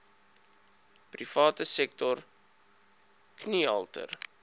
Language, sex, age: Afrikaans, male, 22